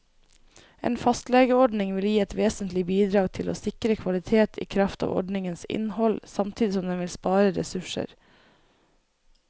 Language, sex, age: Norwegian, female, 24